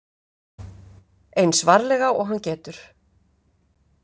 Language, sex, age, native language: Icelandic, female, 50-59, Icelandic